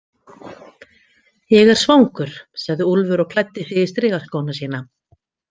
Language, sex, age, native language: Icelandic, female, 50-59, Icelandic